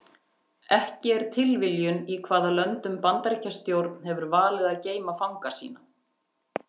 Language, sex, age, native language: Icelandic, female, 50-59, Icelandic